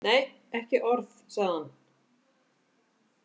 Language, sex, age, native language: Icelandic, female, 50-59, Icelandic